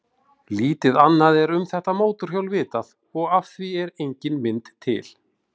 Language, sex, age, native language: Icelandic, male, 40-49, Icelandic